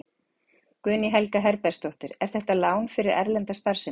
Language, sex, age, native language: Icelandic, female, 40-49, Icelandic